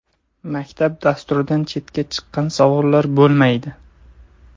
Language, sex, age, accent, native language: Uzbek, male, 18-24, Toshkent viloyati, Uzbek